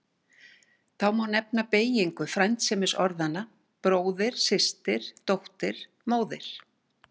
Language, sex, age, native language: Icelandic, female, 60-69, Icelandic